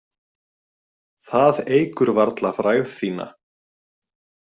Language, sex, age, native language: Icelandic, male, 20-29, Icelandic